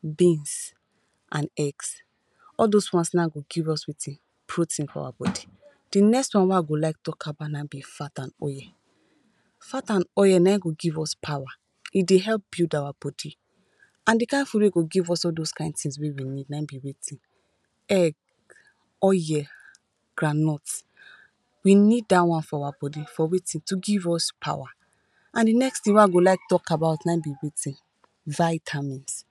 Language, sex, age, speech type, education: Nigerian Pidgin, female, 15-29, spontaneous, tertiary